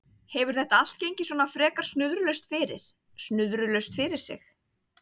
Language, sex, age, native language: Icelandic, female, 30-39, Icelandic